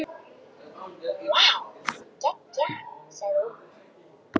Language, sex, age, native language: Icelandic, female, 13, Icelandic